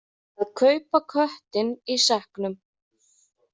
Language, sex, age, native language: Icelandic, female, 30-39, Icelandic